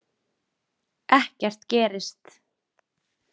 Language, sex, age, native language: Icelandic, female, 20-29, Icelandic